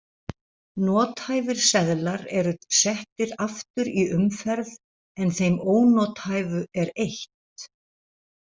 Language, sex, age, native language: Icelandic, female, 60-69, Icelandic